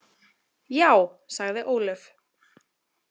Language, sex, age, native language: Icelandic, female, 30-39, Icelandic